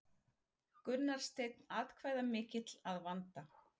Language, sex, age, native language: Icelandic, female, 40-49, Icelandic